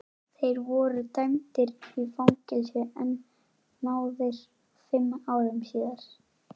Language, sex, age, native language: Icelandic, female, 40-49, Icelandic